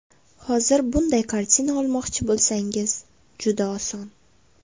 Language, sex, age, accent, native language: Uzbek, female, 18-24, Toshkent viloyati, Uzbek